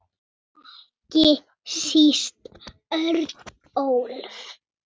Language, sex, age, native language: Icelandic, female, 6, Icelandic